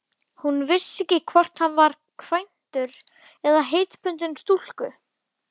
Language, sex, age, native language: Icelandic, male, 12, Icelandic